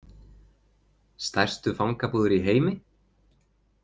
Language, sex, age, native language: Icelandic, male, 20-29, Icelandic